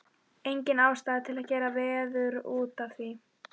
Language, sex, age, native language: Icelandic, female, 12, Icelandic